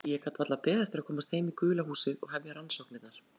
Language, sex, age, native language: Icelandic, female, 40-49, Icelandic